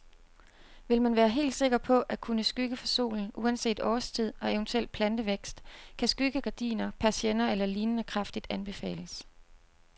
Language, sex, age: Danish, female, 29